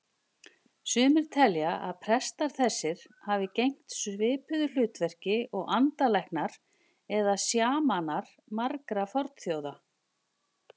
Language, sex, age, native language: Icelandic, female, 50-59, Icelandic